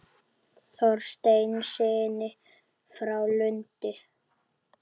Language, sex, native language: Icelandic, male, Icelandic